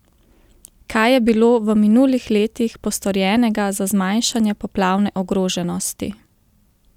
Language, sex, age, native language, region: Slovenian, female, 30-49, Slovenian, Central Slovenia